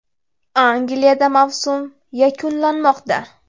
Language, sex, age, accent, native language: Uzbek, female, under 19, Navoiy, Uzbek